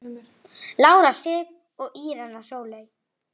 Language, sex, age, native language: Icelandic, female, 7, Icelandic